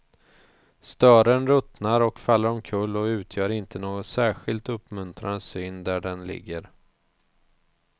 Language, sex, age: Swedish, male, 34